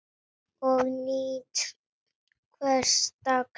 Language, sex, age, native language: Icelandic, female, 7, Icelandic